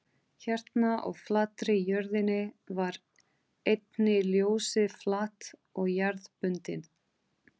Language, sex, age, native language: Icelandic, female, 30-39, Portuguese